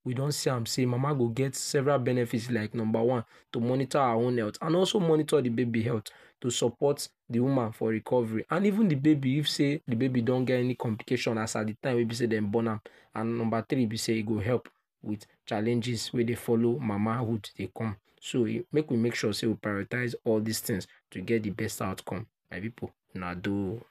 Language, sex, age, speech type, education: Nigerian Pidgin, male, 46-60, spontaneous, tertiary